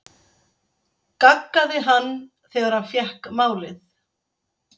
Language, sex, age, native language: Icelandic, female, 60-69, Icelandic